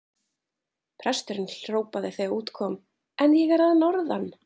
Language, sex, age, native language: Icelandic, female, 30-39, Icelandic